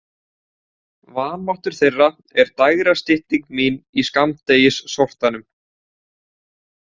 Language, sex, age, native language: Icelandic, male, 18-19, Icelandic